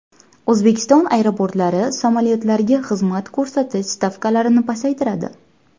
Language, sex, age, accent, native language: Uzbek, female, 18-24, Andijon, Uzbek